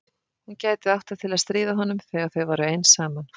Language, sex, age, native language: Icelandic, female, 50-59, Icelandic